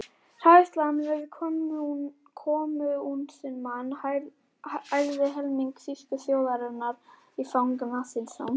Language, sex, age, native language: Icelandic, female, 11, Icelandic